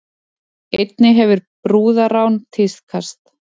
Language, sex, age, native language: Icelandic, female, 20-29, Icelandic